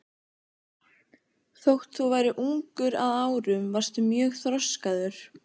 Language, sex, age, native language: Icelandic, female, 15, Icelandic